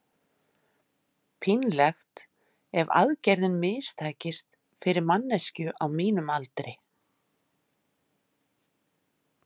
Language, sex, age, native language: Icelandic, female, 50-59, Icelandic